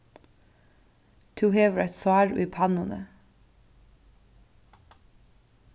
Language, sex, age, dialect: Faroese, female, 15-35, Suðurstreymoy